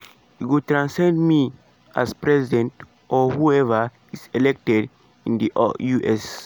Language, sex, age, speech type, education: Nigerian Pidgin, male, 15-29, spontaneous, secondary